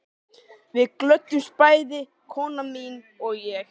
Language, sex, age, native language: Icelandic, male, 13, Icelandic